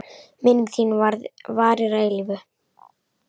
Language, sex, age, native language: Icelandic, female, 10, Icelandic